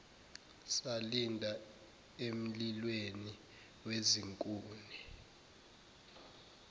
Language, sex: Zulu, male